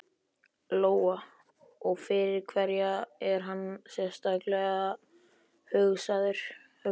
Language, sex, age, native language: Icelandic, male, 11, Icelandic